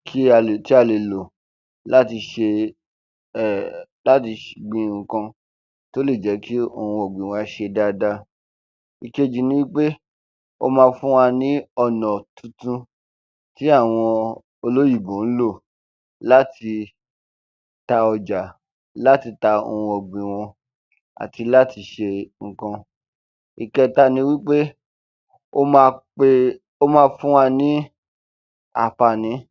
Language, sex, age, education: Yoruba, male, 15-29, tertiary